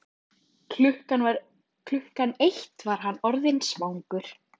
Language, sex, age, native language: Icelandic, female, 12, Icelandic